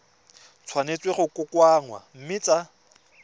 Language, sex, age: Tswana, male, 24